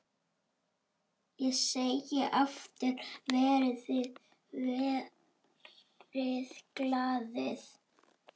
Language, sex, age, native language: Icelandic, female, 6, Icelandic